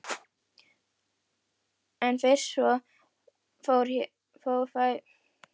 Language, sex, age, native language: Icelandic, female, 11, Icelandic